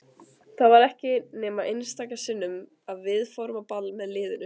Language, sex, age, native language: Icelandic, other, 20-29, Icelandic